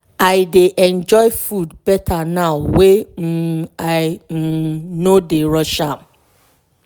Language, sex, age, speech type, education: Nigerian Pidgin, female, 30-45, spontaneous, tertiary